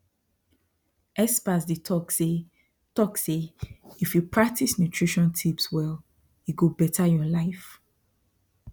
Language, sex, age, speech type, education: Nigerian Pidgin, female, 15-29, spontaneous, tertiary